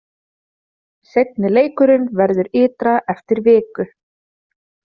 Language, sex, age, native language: Icelandic, female, 30-39, Icelandic